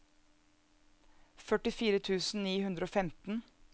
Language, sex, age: Norwegian, female, 34